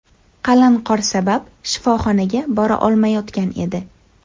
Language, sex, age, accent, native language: Uzbek, female, 18-24, Andijon, Uzbek